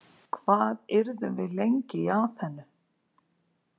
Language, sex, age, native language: Icelandic, female, 40-49, Icelandic